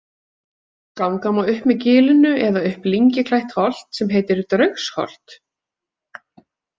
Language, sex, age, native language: Icelandic, female, 40-49, Icelandic